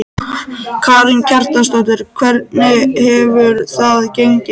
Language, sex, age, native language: Icelandic, male, 13, Icelandic